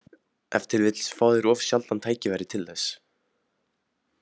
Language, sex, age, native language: Icelandic, male, 18-19, Icelandic